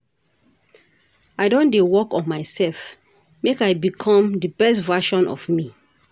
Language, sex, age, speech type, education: Nigerian Pidgin, female, 46-60, read, tertiary